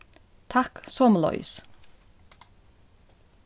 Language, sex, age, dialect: Faroese, female, 36-60, Norðuroyggjar